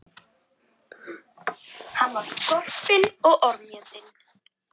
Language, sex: Icelandic, other